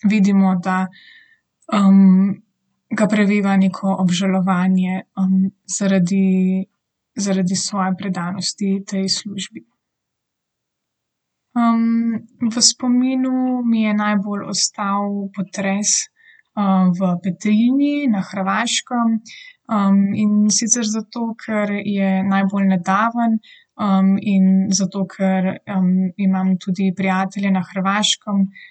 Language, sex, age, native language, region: Slovenian, female, 18-29, Slovenian, Southeast Slovenia